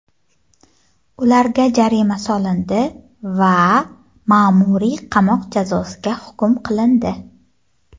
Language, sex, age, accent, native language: Uzbek, female, 19-29, Jizzax, Uzbek